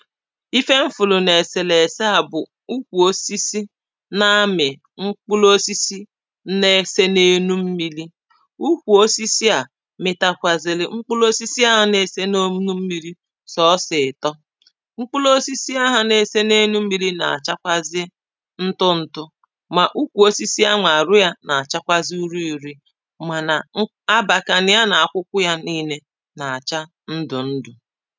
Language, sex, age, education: Igbo, female, 30-45, primary